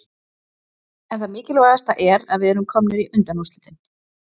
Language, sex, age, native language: Icelandic, female, 40-49, Icelandic